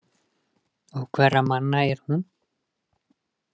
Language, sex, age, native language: Icelandic, male, 20-29, Icelandic